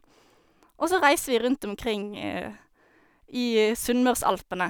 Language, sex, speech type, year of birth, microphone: Norwegian, female, spontaneous, 1991, Sennheiser